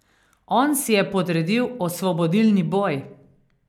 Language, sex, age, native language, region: Slovenian, female, 50-59, Slovenian, Carinthia region